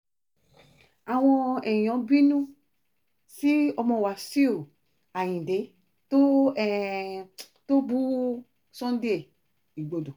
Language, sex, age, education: Yoruba, female, 30-45, tertiary